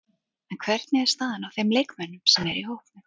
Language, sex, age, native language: Icelandic, female, 40-49, Icelandic